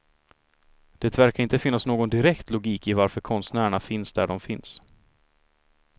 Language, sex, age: Swedish, male, 26